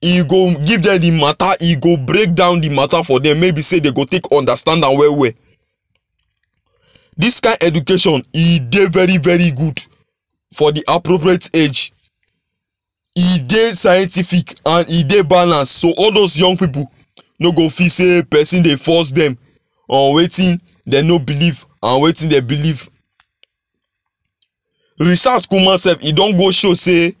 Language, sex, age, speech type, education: Nigerian Pidgin, male, 15-29, spontaneous, tertiary